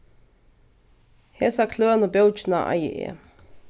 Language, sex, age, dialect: Faroese, female, 15-35, Vágar